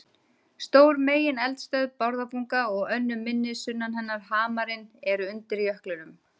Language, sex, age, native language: Icelandic, female, 30-39, Icelandic